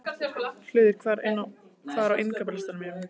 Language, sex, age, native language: Icelandic, female, 15, Icelandic